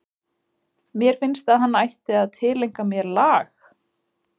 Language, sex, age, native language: Icelandic, female, 20-29, Icelandic